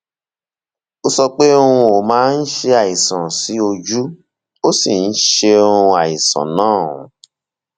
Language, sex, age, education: Yoruba, male, 30-45, tertiary